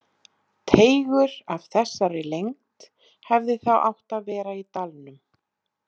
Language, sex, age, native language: Icelandic, female, 20-29, Icelandic